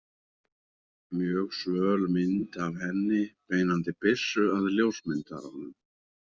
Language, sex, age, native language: Icelandic, male, 30-39, Icelandic